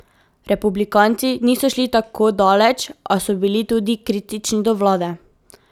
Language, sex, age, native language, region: Slovenian, female, 18-29, Slovenian, Drava region